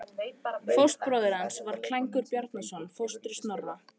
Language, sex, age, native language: Icelandic, female, 18-19, Icelandic